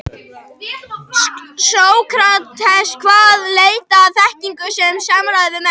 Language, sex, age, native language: Icelandic, male, 21, Icelandic